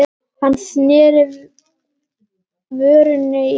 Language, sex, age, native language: Icelandic, female, 10, Icelandic